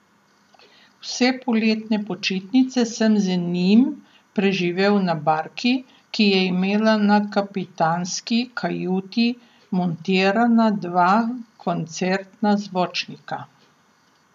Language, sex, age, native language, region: Slovenian, female, 60+, Slovenian, Southeast Slovenia